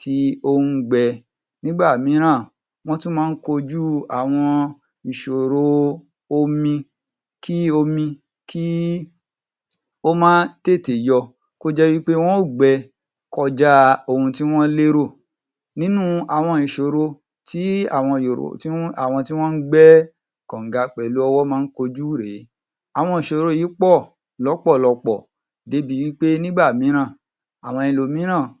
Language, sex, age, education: Yoruba, male, 30-45, tertiary